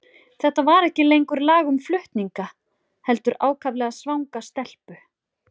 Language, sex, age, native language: Icelandic, female, 40-49, Icelandic